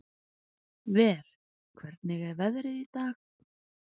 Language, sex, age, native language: Icelandic, female, 20-29, Icelandic